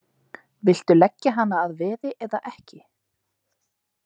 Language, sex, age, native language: Icelandic, female, 20-29, Icelandic